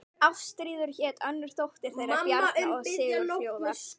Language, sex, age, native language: Icelandic, female, 12, Icelandic